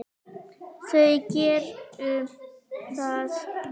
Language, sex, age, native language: Icelandic, female, 9, Icelandic